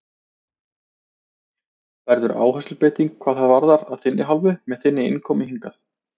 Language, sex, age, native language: Icelandic, male, 30-39, Icelandic